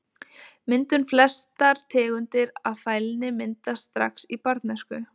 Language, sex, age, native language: Icelandic, female, 20-29, Icelandic